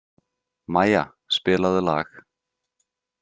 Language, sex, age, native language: Icelandic, male, 30-39, Icelandic